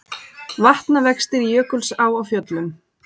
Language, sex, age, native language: Icelandic, female, 40-49, Icelandic